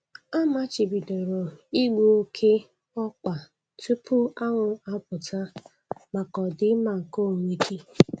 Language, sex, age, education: Igbo, female, 15-29, tertiary